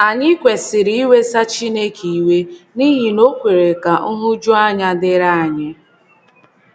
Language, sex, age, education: Igbo, female, 15-29, tertiary